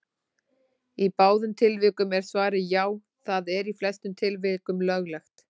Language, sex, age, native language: Icelandic, female, 40-49, Icelandic